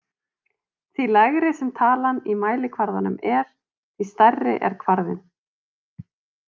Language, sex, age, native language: Icelandic, female, 30-39, Icelandic